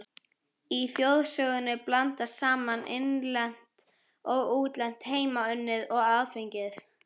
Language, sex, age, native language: Icelandic, female, 11, Icelandic